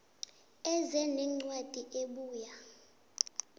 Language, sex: South Ndebele, female